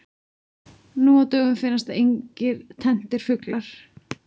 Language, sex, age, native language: Icelandic, female, 40-49, Icelandic